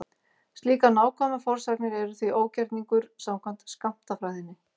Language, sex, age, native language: Icelandic, female, 50-59, Icelandic